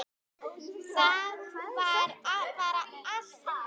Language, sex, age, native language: Icelandic, female, 10, Icelandic